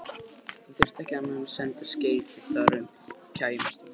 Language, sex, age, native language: Icelandic, male, 20-29, Icelandic